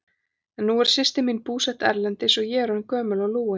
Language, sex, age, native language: Icelandic, female, 40-49, Icelandic